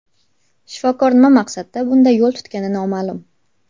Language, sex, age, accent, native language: Uzbek, female, 18-24, Namangan, Uzbek